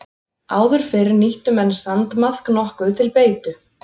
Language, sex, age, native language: Icelandic, female, 30-39, Icelandic